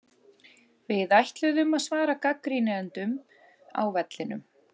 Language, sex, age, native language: Icelandic, female, 30-39, Icelandic